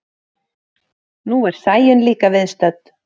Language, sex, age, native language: Icelandic, female, 30-39, Icelandic